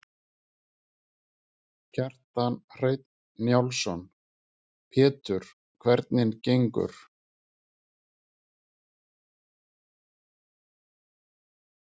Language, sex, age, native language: Icelandic, male, 50-59, Icelandic